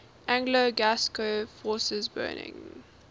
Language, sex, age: English, female, 19